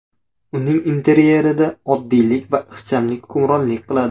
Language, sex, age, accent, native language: Uzbek, male, 18-24, Surxondaryo, Uzbek